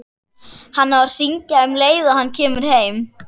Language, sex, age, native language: Icelandic, female, 11, Icelandic